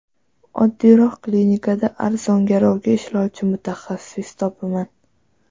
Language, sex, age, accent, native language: Uzbek, female, 12-17, Toshkent viloyati, Uzbek